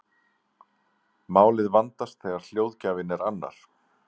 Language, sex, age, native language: Icelandic, male, 40-49, Icelandic